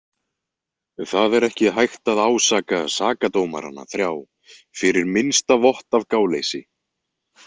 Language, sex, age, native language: Icelandic, male, 20-29, Icelandic